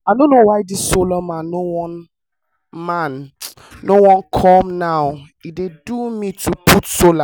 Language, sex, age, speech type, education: Nigerian Pidgin, male, 15-29, spontaneous, tertiary